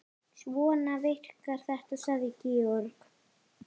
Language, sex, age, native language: Icelandic, female, 8, Icelandic